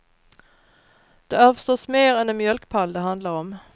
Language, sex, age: Swedish, female, 39